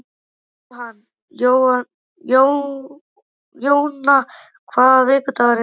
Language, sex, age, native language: Icelandic, male, 12, Icelandic